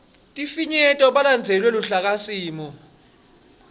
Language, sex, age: Swati, male, 26